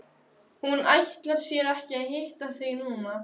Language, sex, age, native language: Icelandic, female, 13, Icelandic